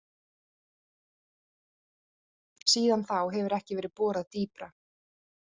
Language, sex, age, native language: Icelandic, female, 30-39, Icelandic